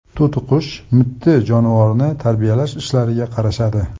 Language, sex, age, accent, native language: Uzbek, male, 25-34, Sirdaryo, Uzbek